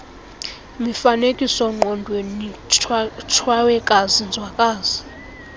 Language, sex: Xhosa, female